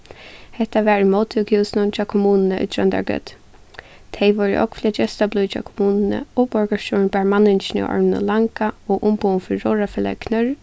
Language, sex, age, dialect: Faroese, female, 15-35, Suðuroy